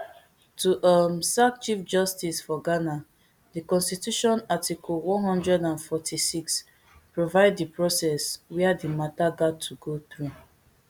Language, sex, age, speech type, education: Nigerian Pidgin, female, 15-29, spontaneous, tertiary